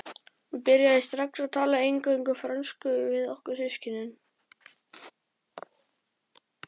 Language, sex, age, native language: Icelandic, male, 11, Icelandic